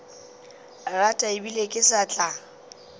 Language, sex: Northern Sotho, female